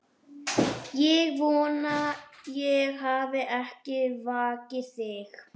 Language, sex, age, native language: Icelandic, female, 11, Icelandic